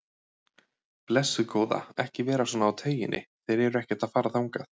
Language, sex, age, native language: Icelandic, male, 30-39, Icelandic